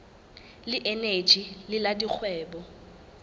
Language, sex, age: Southern Sotho, female, 19